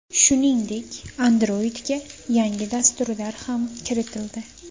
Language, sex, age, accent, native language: Uzbek, female, 18-24, Farg'ona, Uzbek